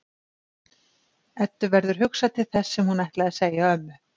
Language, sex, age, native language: Icelandic, female, 50-59, Icelandic